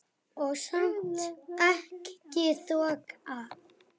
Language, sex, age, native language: Icelandic, female, 9, Icelandic